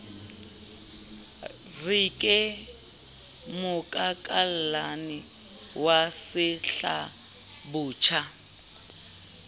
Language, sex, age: Southern Sotho, female, 29